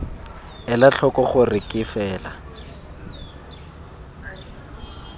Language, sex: Tswana, male